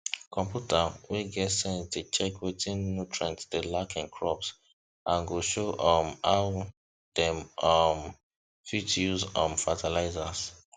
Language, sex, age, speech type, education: Nigerian Pidgin, male, 15-29, spontaneous, tertiary